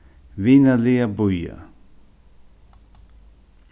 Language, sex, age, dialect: Faroese, male, 61+, Suðurstreymoy